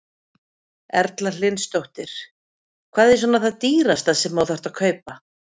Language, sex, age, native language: Icelandic, female, 50-59, Icelandic